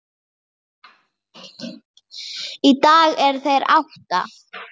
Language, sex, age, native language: Icelandic, female, 8, Icelandic